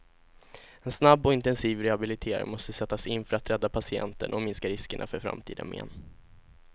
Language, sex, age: Swedish, male, 16